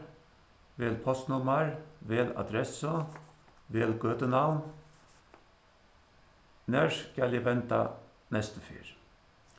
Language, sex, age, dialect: Faroese, male, 61+, Suðuroy